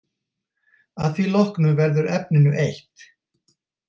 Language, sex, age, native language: Icelandic, male, 50-59, Icelandic